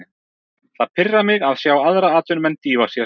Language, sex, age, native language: Icelandic, male, 30-39, Icelandic